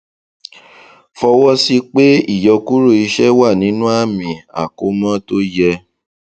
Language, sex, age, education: Yoruba, male, 30-45, tertiary